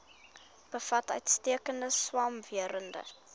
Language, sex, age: Afrikaans, female, 21